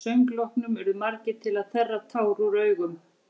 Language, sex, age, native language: Icelandic, female, 40-49, Icelandic